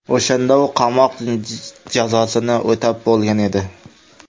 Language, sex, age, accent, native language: Uzbek, male, 18-24, Jizzax, Uzbek